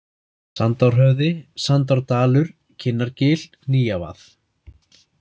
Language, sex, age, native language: Icelandic, male, 30-39, Icelandic